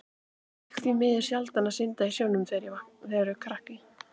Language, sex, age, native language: Icelandic, female, 18-19, Icelandic